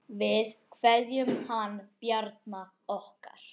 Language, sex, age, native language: Icelandic, other, 10, Icelandic